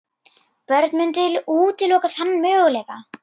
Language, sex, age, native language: Icelandic, female, 40-49, Icelandic